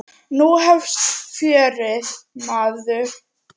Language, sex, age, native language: Icelandic, female, 9, Icelandic